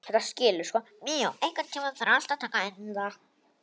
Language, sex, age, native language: Icelandic, male, 18-19, Polish